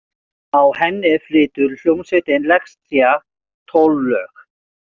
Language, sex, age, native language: Icelandic, male, 40-49, Icelandic